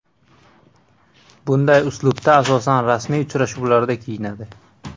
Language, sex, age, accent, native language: Uzbek, male, 18-24, Andijon, Uzbek